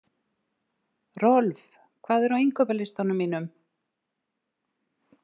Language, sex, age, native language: Icelandic, female, 60-69, Icelandic